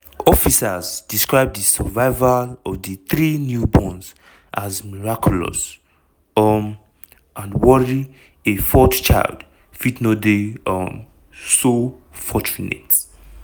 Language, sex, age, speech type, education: Nigerian Pidgin, male, 15-29, spontaneous, tertiary